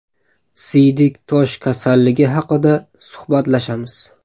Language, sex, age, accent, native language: Uzbek, male, 18-24, Buxoro, Uzbek